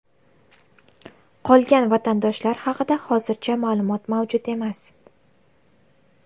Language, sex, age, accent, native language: Uzbek, female, 18-24, Navoiy, Uzbek